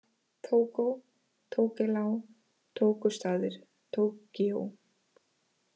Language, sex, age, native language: Icelandic, female, 30-39, Icelandic